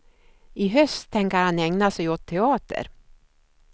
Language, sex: Swedish, female